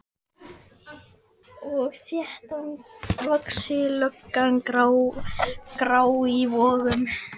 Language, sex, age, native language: Icelandic, female, 11, Icelandic